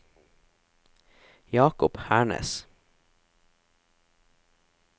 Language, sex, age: Norwegian, male, 17